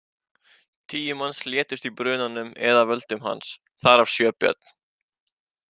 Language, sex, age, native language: Icelandic, male, 18-19, Icelandic